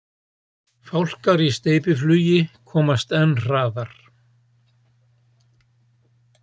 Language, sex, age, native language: Icelandic, male, 70-79, Icelandic